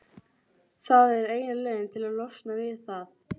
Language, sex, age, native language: Icelandic, female, 12, Icelandic